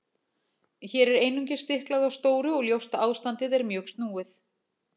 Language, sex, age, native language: Icelandic, female, 40-49, Icelandic